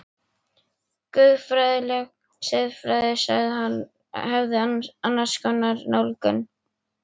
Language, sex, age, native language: Icelandic, female, 11, Icelandic